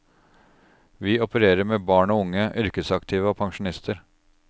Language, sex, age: Norwegian, male, 36